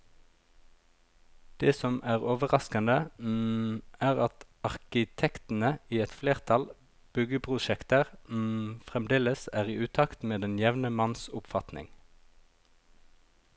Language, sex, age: Norwegian, male, 36